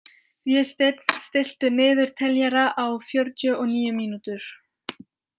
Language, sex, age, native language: Icelandic, female, 18-19, French